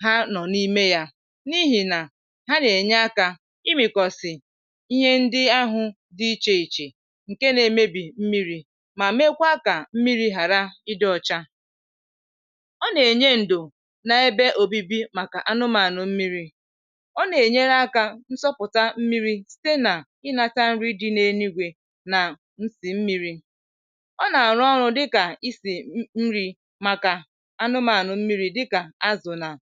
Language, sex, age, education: Igbo, female, 15-29, tertiary